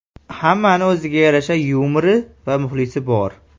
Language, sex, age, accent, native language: Uzbek, male, 18-24, Farg'ona, Uzbek